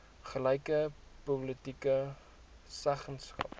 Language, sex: Afrikaans, male